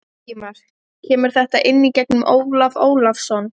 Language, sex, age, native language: Icelandic, female, 30-39, Icelandic